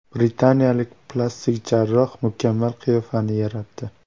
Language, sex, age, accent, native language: Uzbek, male, 18-24, Toshkent viloyati, Uzbek